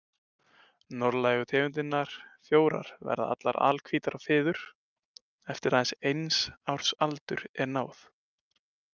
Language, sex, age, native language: Icelandic, male, 20-29, Icelandic